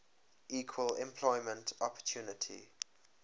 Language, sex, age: English, male, 23